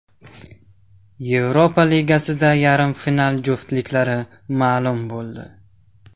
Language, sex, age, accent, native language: Uzbek, male, 18-24, Qashqadaryo, Tajik